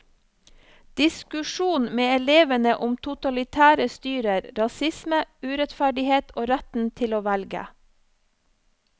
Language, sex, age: Norwegian, female, 34